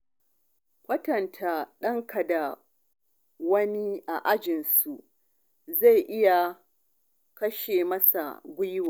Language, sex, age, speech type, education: Hausa, female, 30-45, spontaneous, tertiary